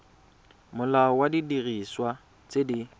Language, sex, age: Tswana, male, 20